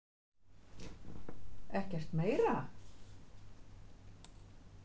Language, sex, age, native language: Icelandic, female, 50-59, Icelandic